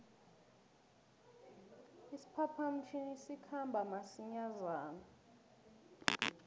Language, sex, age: South Ndebele, female, 22